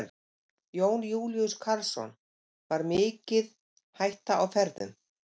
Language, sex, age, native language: Icelandic, female, 50-59, Icelandic